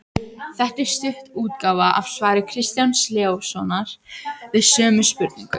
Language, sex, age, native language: Icelandic, other, 18-19, Icelandic